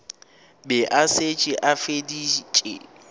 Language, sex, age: Northern Sotho, male, 19